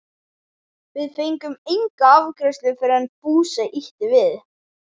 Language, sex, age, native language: Icelandic, male, 11, Icelandic